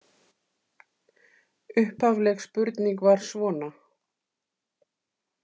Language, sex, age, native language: Icelandic, female, 40-49, Icelandic